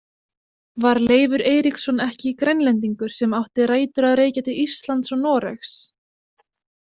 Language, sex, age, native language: Icelandic, female, 20-29, Icelandic